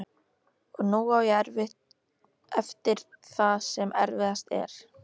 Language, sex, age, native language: Icelandic, female, 13, Icelandic